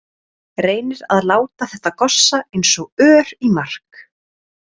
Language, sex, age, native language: Icelandic, female, 30-39, Icelandic